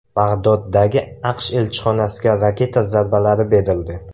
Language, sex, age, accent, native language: Uzbek, male, 18-24, Samarqand, Uzbek